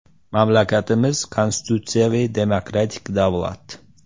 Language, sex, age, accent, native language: Uzbek, male, 18-24, Samarqand, Uzbek